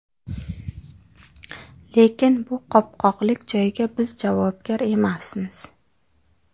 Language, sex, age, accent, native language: Uzbek, female, 25-34, Surxondaryo, Uzbek